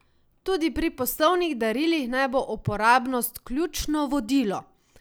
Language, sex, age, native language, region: Slovenian, female, 18-29, Slovenian, Savinja region